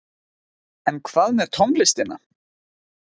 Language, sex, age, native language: Icelandic, male, 20-29, Icelandic